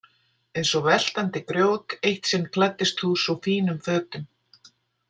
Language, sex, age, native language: Icelandic, female, 60-69, Icelandic